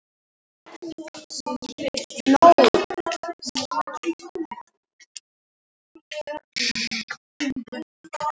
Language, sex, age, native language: Icelandic, female, 18-19, Icelandic